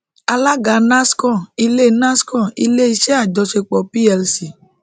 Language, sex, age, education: Yoruba, female, 30-45, tertiary